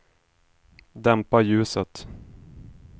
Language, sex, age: Swedish, male, 26